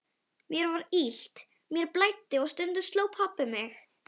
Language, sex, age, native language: Icelandic, female, 11, Icelandic